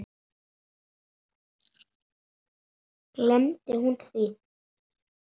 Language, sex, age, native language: Icelandic, female, 9, Icelandic